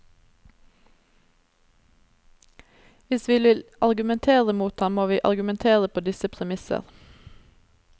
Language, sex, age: Norwegian, female, 27